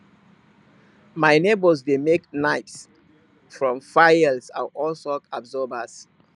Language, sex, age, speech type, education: Nigerian Pidgin, male, 30-45, spontaneous, tertiary